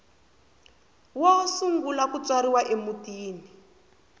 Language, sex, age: Tsonga, female, 20